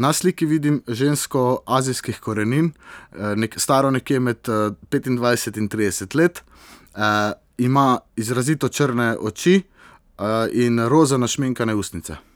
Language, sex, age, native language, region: Slovenian, male, 18-29, Slovenian, Southeast Slovenia